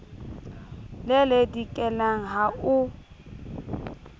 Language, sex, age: Southern Sotho, female, 22